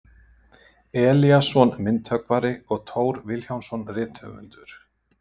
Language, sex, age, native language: Icelandic, male, 50-59, Icelandic